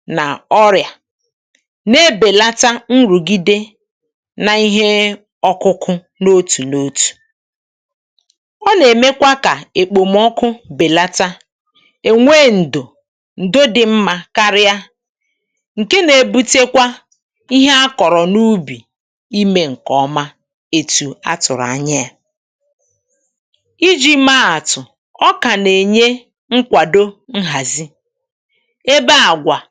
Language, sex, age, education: Igbo, female, 30-45, tertiary